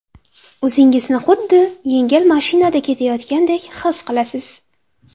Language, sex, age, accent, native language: Uzbek, female, 12-17, Andijon, Uzbek